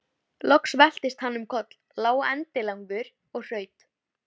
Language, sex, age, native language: Icelandic, female, 13, Icelandic